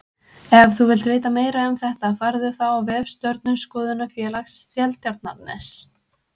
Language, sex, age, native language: Icelandic, female, 20-29, Icelandic